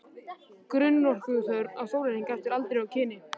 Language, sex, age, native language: Icelandic, male, 13, Icelandic